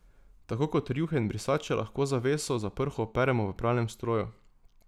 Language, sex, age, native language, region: Slovenian, male, 18-29, Slovenian, Drava region